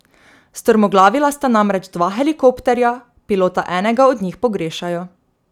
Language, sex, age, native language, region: Slovenian, female, 18-29, Slovenian, Drava region